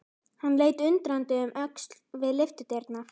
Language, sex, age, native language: Icelandic, female, 12, Icelandic